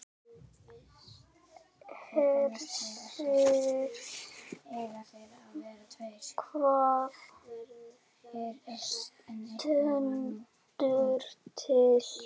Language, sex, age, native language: Icelandic, female, 9, Icelandic